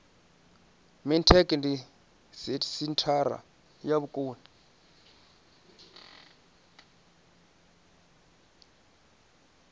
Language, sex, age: Venda, male, 19